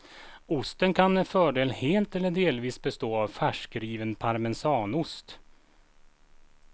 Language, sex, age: Swedish, male, 36